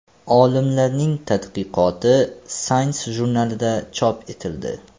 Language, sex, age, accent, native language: Uzbek, male, 18-24, Farg'ona, Uzbek